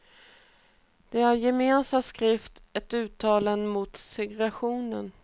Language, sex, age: Swedish, female, 28